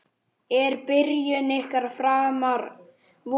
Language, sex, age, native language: Icelandic, female, 9, Icelandic